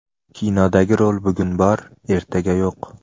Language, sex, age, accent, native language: Uzbek, male, 18-24, Namangan, Uzbek